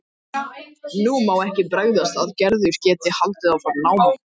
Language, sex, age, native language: Icelandic, male, 13, Icelandic